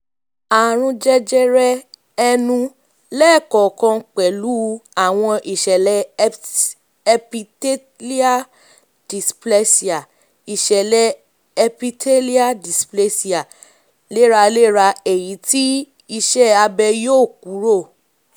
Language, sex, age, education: Yoruba, female, 15-29, tertiary